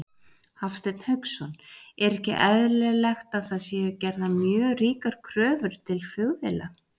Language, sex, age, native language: Icelandic, female, 40-49, Icelandic